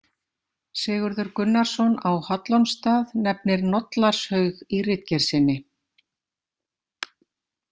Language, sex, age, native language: Icelandic, female, 50-59, Icelandic